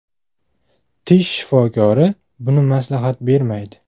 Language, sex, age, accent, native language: Uzbek, male, 19-29, Namangan, Uzbek